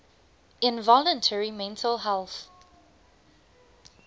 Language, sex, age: Afrikaans, female, 20